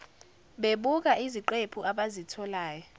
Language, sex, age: Zulu, female, 17